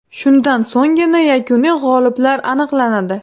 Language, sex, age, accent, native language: Uzbek, female, 18-24, Farg'ona, Uzbek